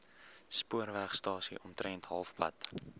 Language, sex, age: Afrikaans, male, 18